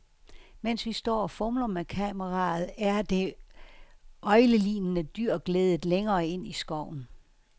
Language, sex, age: Danish, female, 69